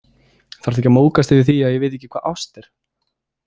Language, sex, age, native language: Icelandic, male, 20-29, Icelandic